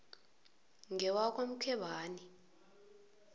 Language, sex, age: South Ndebele, female, 22